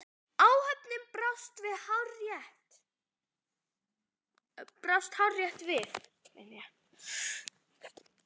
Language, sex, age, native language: Icelandic, male, 10, Icelandic